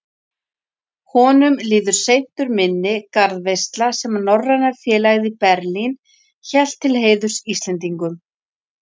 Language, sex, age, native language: Icelandic, female, 40-49, Icelandic